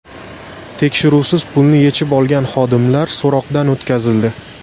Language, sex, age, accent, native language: Uzbek, male, 18-24, Andijon, Uzbek